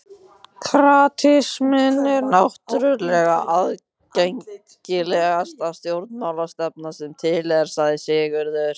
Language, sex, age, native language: Icelandic, male, 15, Icelandic